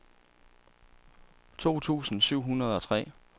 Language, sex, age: Danish, male, 27